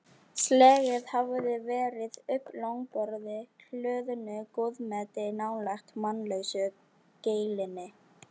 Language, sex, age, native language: Icelandic, female, 13, Icelandic